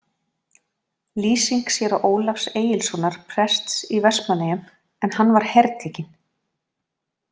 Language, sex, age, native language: Icelandic, female, 40-49, Icelandic